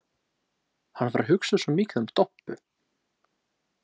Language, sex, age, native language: Icelandic, male, 20-29, English